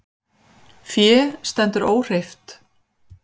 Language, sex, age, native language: Icelandic, female, 50-59, Icelandic